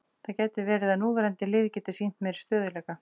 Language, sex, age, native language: Icelandic, female, 40-49, Icelandic